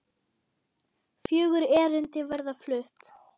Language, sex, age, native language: Icelandic, female, 8, German